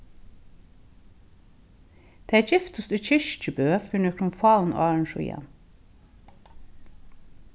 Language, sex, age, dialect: Faroese, female, 36-60, Norðurstreymoy/Eysturoy